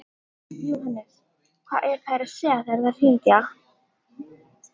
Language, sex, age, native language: Icelandic, female, 14, Icelandic